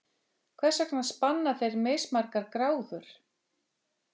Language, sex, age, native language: Icelandic, female, 50-59, Icelandic